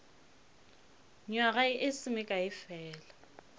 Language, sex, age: Northern Sotho, female, 25